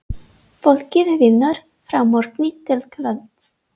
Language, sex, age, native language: Icelandic, female, 30-39, English